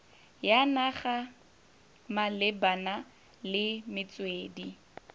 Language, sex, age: Tswana, female, 18